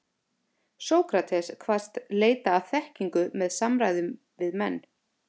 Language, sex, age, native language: Icelandic, female, 30-39, Icelandic